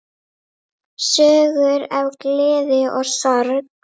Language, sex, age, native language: Icelandic, female, 9, Icelandic